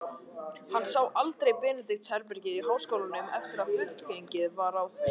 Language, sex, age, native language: Icelandic, male, 18-19, Icelandic